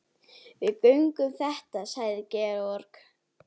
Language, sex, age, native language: Icelandic, female, 7, Icelandic